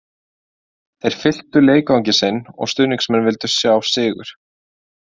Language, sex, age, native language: Icelandic, male, 20-29, Icelandic